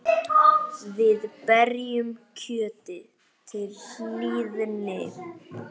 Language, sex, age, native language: Icelandic, male, 9, Icelandic